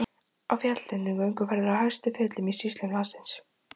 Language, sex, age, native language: Icelandic, female, 18-19, Icelandic